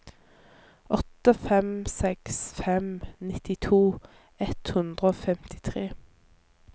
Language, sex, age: Norwegian, female, 24